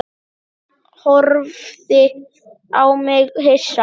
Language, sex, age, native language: Icelandic, male, 8, Icelandic